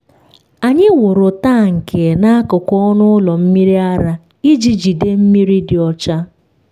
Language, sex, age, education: Igbo, female, 15-29, tertiary